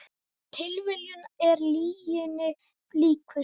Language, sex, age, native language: Icelandic, female, 18-19, Icelandic